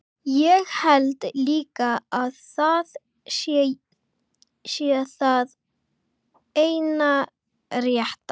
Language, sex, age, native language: Icelandic, other, 11, Icelandic